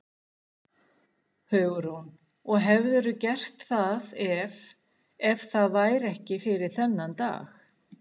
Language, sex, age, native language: Icelandic, female, 60-69, Icelandic